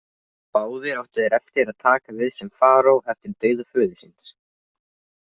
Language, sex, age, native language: Icelandic, other, 20-29, Icelandic